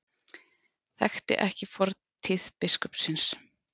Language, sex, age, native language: Icelandic, female, 40-49, Icelandic